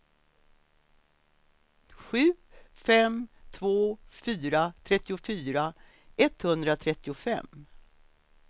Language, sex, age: Swedish, female, 63